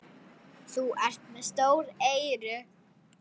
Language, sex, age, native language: Icelandic, female, 9, Icelandic